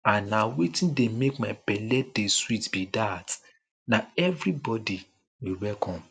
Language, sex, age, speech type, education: Nigerian Pidgin, male, 30-45, spontaneous, tertiary